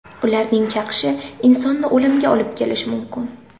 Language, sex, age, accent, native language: Uzbek, female, 18-24, Samarqand, Uzbek